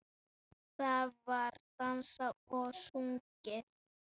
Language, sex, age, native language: Icelandic, female, 9, Icelandic